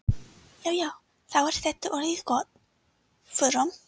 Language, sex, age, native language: Icelandic, female, 30-39, Icelandic